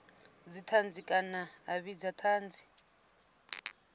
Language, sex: Venda, female